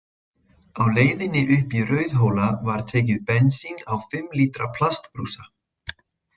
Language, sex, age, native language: Icelandic, male, 20-29, Icelandic